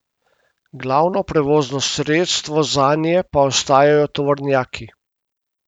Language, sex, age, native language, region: Slovenian, male, 50-59, Slovenian, Primorsko-notranjska region